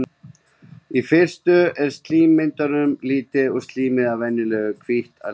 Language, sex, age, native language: Icelandic, male, 20-29, Icelandic